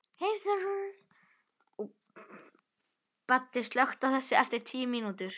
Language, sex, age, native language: Icelandic, male, 11, Icelandic